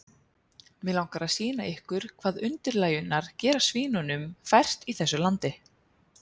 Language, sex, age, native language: Icelandic, female, 30-39, Icelandic